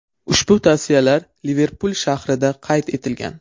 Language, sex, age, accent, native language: Uzbek, male, 12-17, Surxondaryo, Uzbek